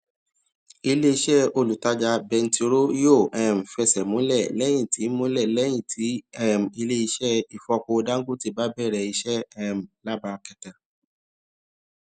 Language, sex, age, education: Yoruba, male, 30-45, tertiary